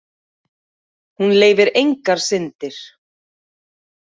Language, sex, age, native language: Icelandic, female, 40-49, Icelandic